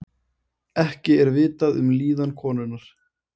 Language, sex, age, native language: Icelandic, male, 20-29, Icelandic